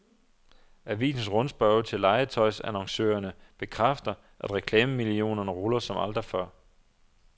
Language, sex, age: Danish, male, 27